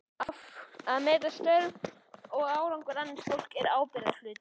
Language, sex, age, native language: Icelandic, male, 11, Icelandic